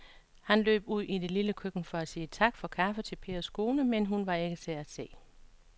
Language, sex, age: Danish, female, 56